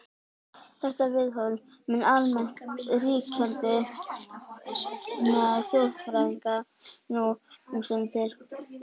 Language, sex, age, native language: Icelandic, female, 11, Icelandic